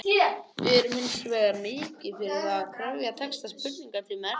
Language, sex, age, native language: Icelandic, other, 18-19, Icelandic